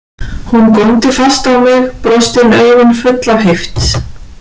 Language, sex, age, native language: Icelandic, female, 40-49, Icelandic